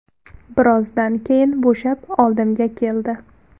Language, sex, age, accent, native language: Uzbek, female, 19-29, Farg'ona, Uzbek